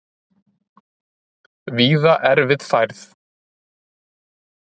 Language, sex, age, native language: Icelandic, male, 30-39, Icelandic